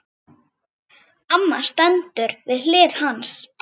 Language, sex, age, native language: Icelandic, female, 9, Icelandic